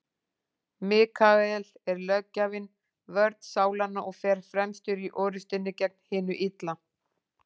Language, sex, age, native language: Icelandic, female, 40-49, Icelandic